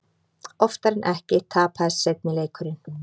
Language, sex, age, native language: Icelandic, female, 30-39, Icelandic